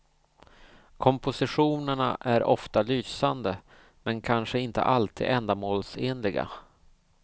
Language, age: Swedish, 38